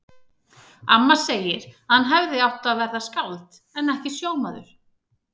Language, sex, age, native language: Icelandic, female, 30-39, Icelandic